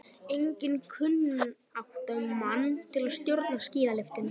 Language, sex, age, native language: Icelandic, female, 12, Icelandic